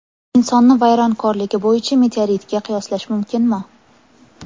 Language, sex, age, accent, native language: Uzbek, female, 18-24, Toshkent shahri, Uzbek